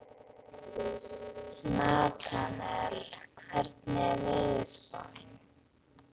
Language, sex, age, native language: Icelandic, female, 11, Icelandic